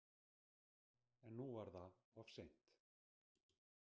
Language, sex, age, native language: Icelandic, female, 60-69, Icelandic